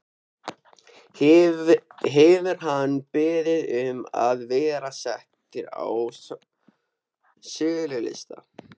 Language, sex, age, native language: Icelandic, male, 13, Icelandic